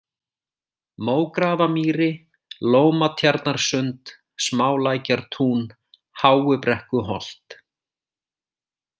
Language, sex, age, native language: Icelandic, male, 40-49, Icelandic